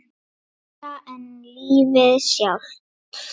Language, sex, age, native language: Icelandic, female, 8, Icelandic